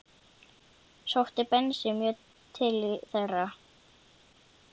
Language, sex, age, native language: Icelandic, female, 9, Icelandic